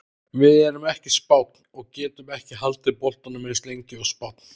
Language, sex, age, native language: Icelandic, male, 30-39, Icelandic